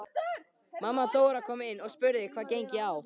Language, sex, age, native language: Icelandic, male, 13, Icelandic